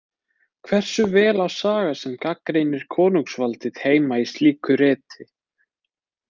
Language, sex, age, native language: Icelandic, male, 20-29, Icelandic